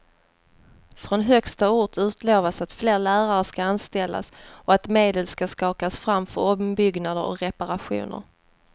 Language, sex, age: Swedish, female, 30